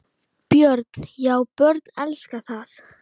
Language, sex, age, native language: Icelandic, female, 9, Icelandic